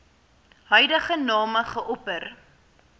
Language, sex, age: Afrikaans, female, 18